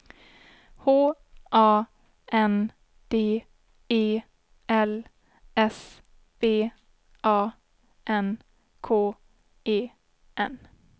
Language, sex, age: Swedish, female, 24